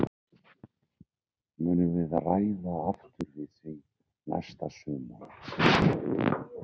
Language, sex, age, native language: Icelandic, male, 60-69, Icelandic